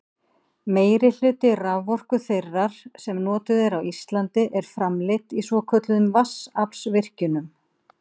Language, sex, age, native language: Icelandic, female, 50-59, Icelandic